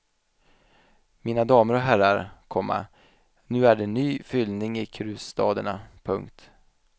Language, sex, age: Swedish, male, 27